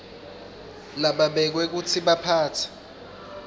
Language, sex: Swati, male